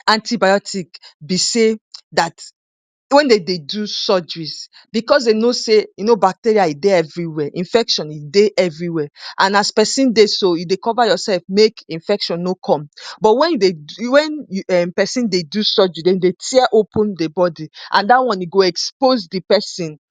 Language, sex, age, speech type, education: Nigerian Pidgin, female, 30-45, spontaneous, tertiary